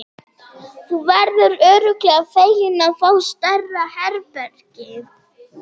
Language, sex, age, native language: Icelandic, female, 30-39, German